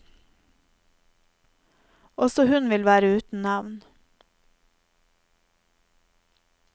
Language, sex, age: Norwegian, female, 30